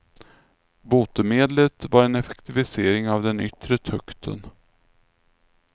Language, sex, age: Swedish, male, 46